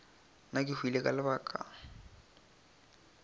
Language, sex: Northern Sotho, male